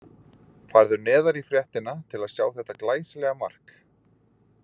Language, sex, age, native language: Icelandic, male, 40-49, Icelandic